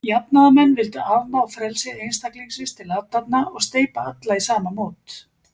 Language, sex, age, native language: Icelandic, female, 50-59, Icelandic